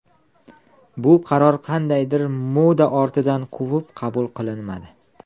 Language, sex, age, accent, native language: Uzbek, male, 19-29, Andijon, Uzbek